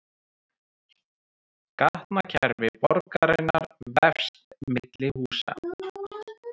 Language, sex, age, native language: Icelandic, male, 30-39, Icelandic